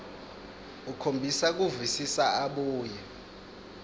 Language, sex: Swati, male